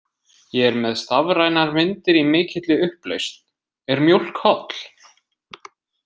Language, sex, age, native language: Icelandic, male, 20-29, Icelandic